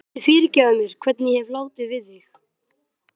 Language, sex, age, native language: Icelandic, male, 12, Icelandic